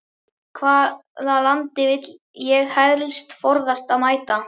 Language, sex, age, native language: Icelandic, male, 11, Icelandic